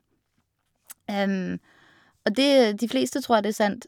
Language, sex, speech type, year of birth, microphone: Norwegian, female, spontaneous, 1985, Shure